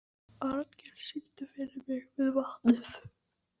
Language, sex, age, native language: Icelandic, female, 14, Icelandic